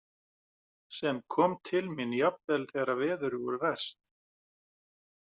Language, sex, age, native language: Icelandic, male, 40-49, Icelandic